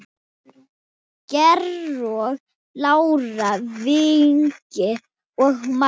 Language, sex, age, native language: Icelandic, female, 10, Thai